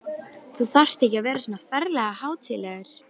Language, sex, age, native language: Icelandic, female, 12, Icelandic